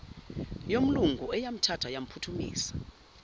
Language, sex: Zulu, female